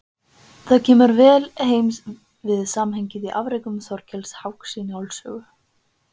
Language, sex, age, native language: Icelandic, female, 20-29, Icelandic